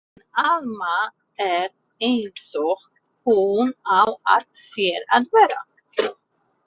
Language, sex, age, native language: Icelandic, female, 30-39, Polish